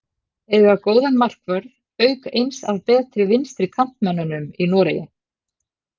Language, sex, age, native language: Icelandic, female, 50-59, Icelandic